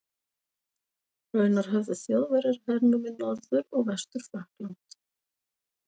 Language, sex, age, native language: Icelandic, female, 40-49, Icelandic